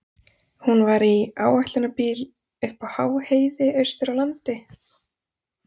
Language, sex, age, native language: Icelandic, female, 30-39, Icelandic